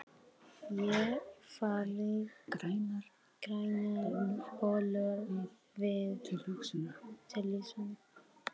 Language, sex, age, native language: Icelandic, male, 18-19, Arabic